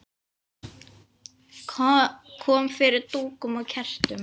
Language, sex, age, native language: Icelandic, female, 9, Icelandic